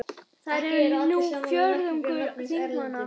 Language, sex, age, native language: Icelandic, male, 18-19, Icelandic